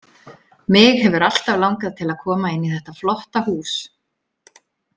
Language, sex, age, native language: Icelandic, female, 30-39, Icelandic